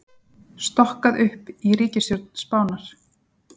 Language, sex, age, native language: Icelandic, female, 40-49, Icelandic